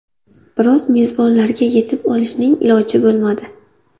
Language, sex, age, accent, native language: Uzbek, female, 25-34, Buxoro, Uzbek